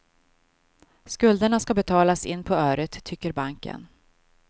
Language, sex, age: Swedish, female, 52